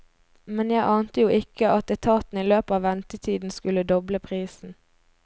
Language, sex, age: Norwegian, female, 22